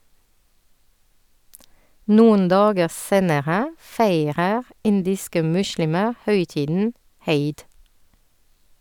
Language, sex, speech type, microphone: Norwegian, female, read, Sennheiser